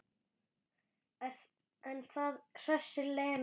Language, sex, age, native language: Icelandic, male, 8, Icelandic